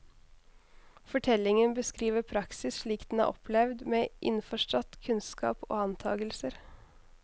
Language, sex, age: Norwegian, female, 21